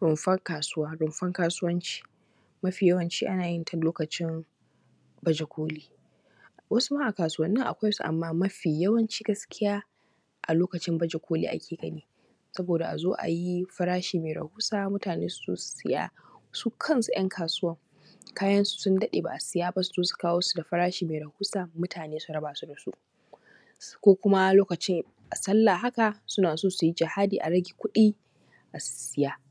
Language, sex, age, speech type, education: Hausa, female, 15-29, spontaneous, tertiary